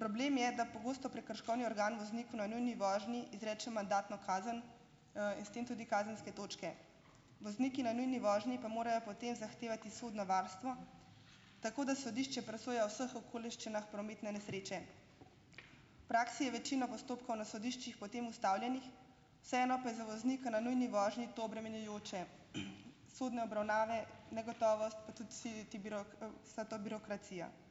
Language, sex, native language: Slovenian, female, Slovenian